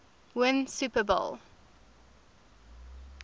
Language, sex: English, female